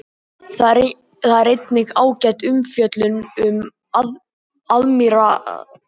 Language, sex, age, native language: Icelandic, male, 18-19, Icelandic